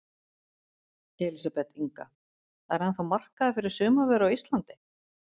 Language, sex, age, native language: Icelandic, female, 40-49, Icelandic